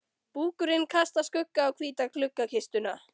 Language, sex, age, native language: Icelandic, female, 13, Icelandic